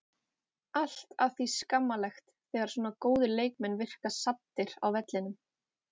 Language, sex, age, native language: Icelandic, female, 18-19, Icelandic